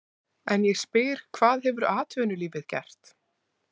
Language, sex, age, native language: Icelandic, female, 20-29, Icelandic